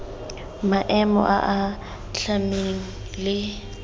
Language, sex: Tswana, female